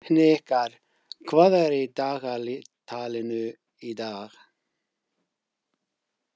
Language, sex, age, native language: Icelandic, male, 50-59, English